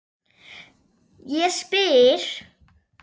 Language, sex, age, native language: Icelandic, female, 9, Icelandic